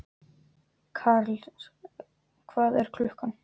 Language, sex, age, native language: Icelandic, male, 12, Icelandic